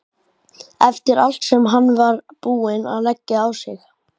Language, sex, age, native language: Icelandic, male, 12, Icelandic